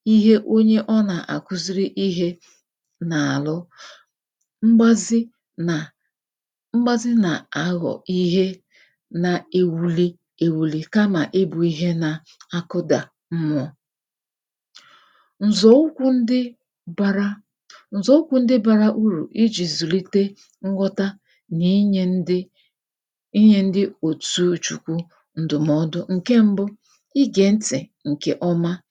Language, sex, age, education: Igbo, female, 30-45, tertiary